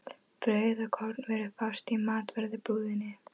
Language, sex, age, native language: Icelandic, female, 11, Icelandic